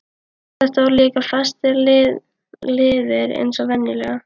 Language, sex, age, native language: Icelandic, female, 12, Icelandic